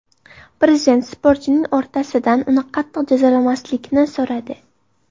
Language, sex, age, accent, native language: Uzbek, female, 18-24, Farg'ona, Uzbek